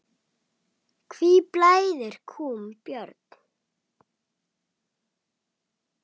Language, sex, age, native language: Icelandic, female, 8, Icelandic